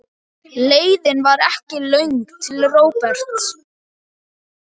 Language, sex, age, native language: Icelandic, male, 12, Icelandic